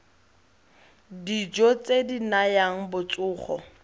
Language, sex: Tswana, female